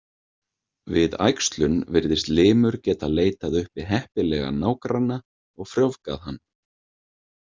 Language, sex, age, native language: Icelandic, male, 30-39, Icelandic